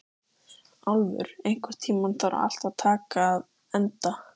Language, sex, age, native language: Icelandic, female, 13, Icelandic